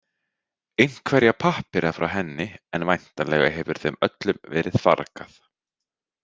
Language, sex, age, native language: Icelandic, male, 30-39, Icelandic